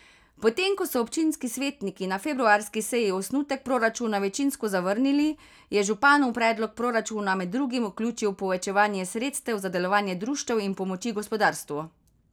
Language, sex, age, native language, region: Slovenian, female, 30-49, Slovenian, Carinthia region